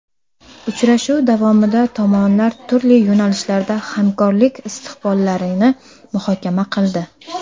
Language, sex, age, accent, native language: Uzbek, female, under 19, Samarqand, Uzbek